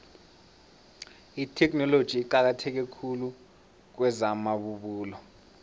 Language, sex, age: South Ndebele, male, 21